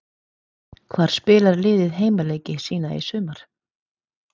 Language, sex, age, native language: Icelandic, female, 40-49, Icelandic